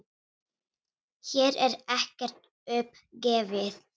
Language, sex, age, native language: Icelandic, female, 10, Icelandic